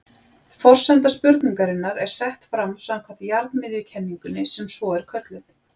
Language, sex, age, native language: Icelandic, female, 40-49, Icelandic